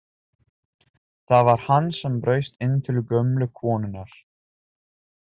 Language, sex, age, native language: Icelandic, male, 20-29, Italian